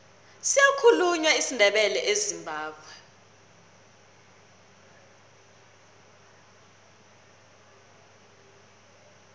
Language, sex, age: South Ndebele, female, 21